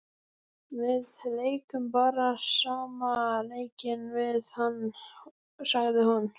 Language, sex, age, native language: Icelandic, female, 12, Icelandic